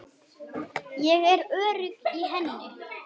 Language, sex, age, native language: Icelandic, male, 8, Icelandic